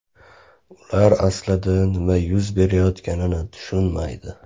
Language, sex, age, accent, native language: Uzbek, male, 25-34, Namangan, Uzbek